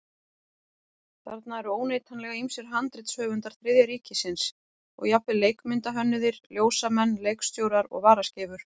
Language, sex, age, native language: Icelandic, female, 40-49, Icelandic